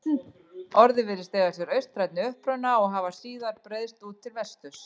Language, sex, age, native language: Icelandic, female, 40-49, Icelandic